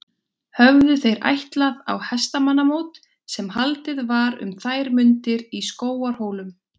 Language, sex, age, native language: Icelandic, female, 20-29, Icelandic